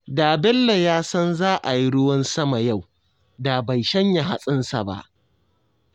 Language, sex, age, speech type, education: Hausa, male, 15-29, spontaneous, tertiary